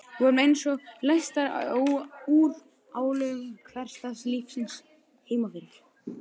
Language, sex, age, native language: Icelandic, male, 11, Icelandic